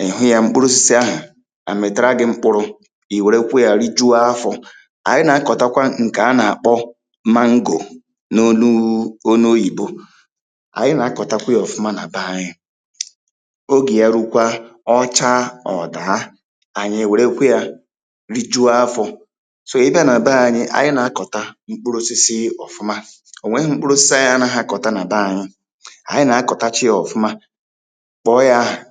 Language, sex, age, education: Igbo, male, 30-45, tertiary